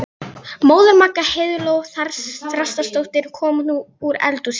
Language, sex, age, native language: Icelandic, female, 11, Polish